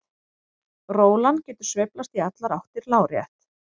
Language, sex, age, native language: Icelandic, female, 30-39, Icelandic